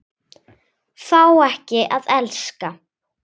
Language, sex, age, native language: Icelandic, female, 8, Icelandic